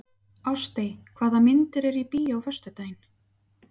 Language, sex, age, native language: Icelandic, female, 30-39, Icelandic